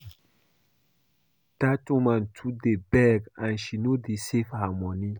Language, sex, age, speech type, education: Nigerian Pidgin, male, 15-29, read, primary